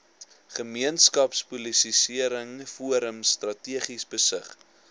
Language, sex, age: Afrikaans, male, 21